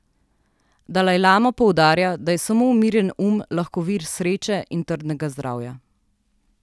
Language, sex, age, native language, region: Slovenian, female, 30-49, Slovenian, Southeast Slovenia